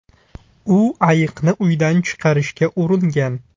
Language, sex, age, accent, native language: Uzbek, male, 30-39, Buxoro, Uzbek